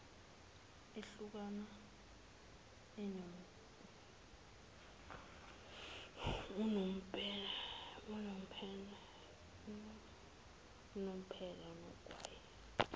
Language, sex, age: Zulu, female, 19